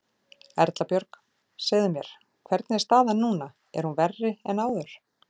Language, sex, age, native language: Icelandic, female, 40-49, Icelandic